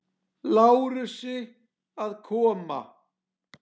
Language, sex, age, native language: Icelandic, male, 10, Icelandic